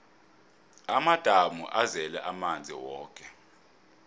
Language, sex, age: South Ndebele, male, 26